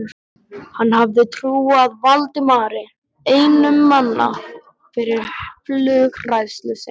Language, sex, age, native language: Icelandic, male, 12, Icelandic